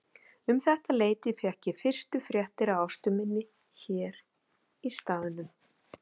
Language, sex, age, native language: Icelandic, female, 50-59, Icelandic